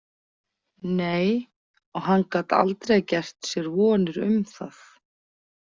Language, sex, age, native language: Icelandic, female, 40-49, Icelandic